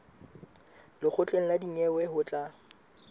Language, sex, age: Southern Sotho, male, 25